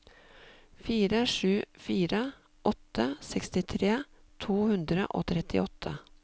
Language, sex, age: Norwegian, female, 52